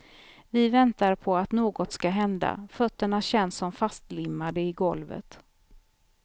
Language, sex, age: Swedish, female, 43